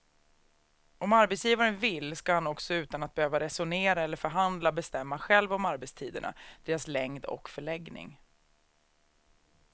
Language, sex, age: Swedish, female, 36